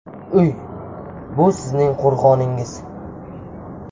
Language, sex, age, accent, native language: Uzbek, male, under 19, Samarqand, Uzbek